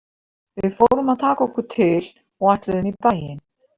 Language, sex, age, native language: Icelandic, female, 50-59, Icelandic